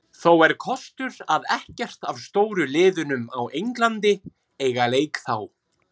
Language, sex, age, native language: Icelandic, female, 30-39, Icelandic